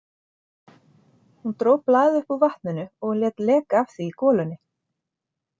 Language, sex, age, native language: Icelandic, female, 40-49, Icelandic